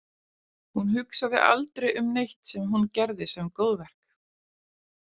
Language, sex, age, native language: Icelandic, female, 40-49, Icelandic